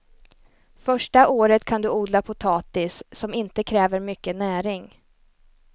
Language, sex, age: Swedish, female, 29